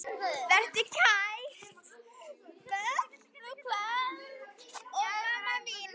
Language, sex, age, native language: Icelandic, female, 10, Icelandic